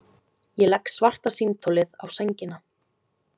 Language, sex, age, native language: Icelandic, female, 20-29, Icelandic